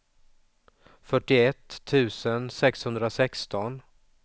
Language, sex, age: Swedish, male, 44